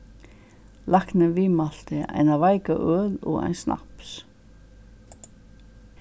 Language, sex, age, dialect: Faroese, female, 61+, Suðurstreymoy